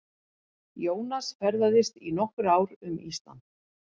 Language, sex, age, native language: Icelandic, female, 40-49, Icelandic